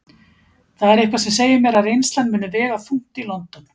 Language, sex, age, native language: Icelandic, female, 50-59, Icelandic